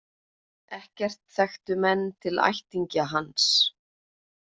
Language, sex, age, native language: Icelandic, female, 20-29, Icelandic